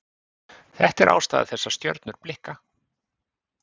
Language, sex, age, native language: Icelandic, male, 50-59, Icelandic